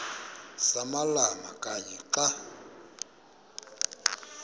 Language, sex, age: Xhosa, male, 23